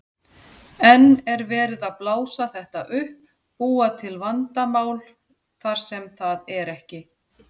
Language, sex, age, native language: Icelandic, female, 40-49, Icelandic